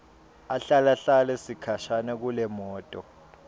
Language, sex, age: Swati, male, 22